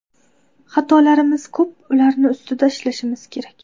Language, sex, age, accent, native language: Uzbek, female, 18-24, Qashqadaryo, Uzbek